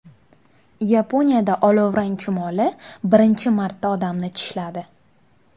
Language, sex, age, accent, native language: Uzbek, female, 19-29, Farg'ona, Uzbek